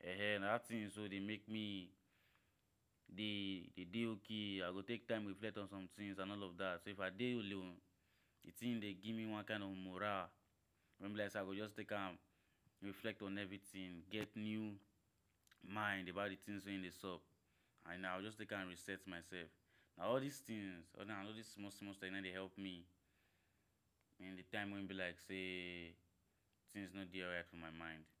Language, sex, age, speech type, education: Nigerian Pidgin, male, 15-29, spontaneous, tertiary